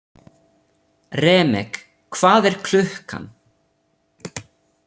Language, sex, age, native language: Icelandic, male, 30-39, Italian